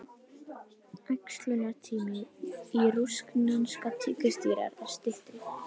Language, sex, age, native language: Icelandic, female, 18-19, Icelandic